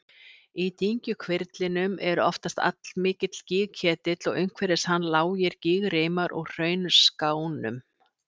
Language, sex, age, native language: Icelandic, female, 60-69, Icelandic